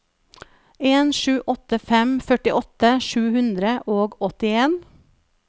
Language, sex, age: Norwegian, female, 37